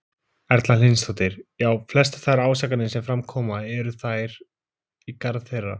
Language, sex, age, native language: Icelandic, male, 20-29, Icelandic